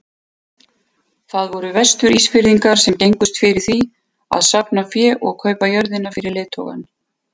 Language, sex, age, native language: Icelandic, female, 50-59, Icelandic